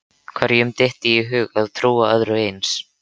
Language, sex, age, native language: Icelandic, male, 13, Icelandic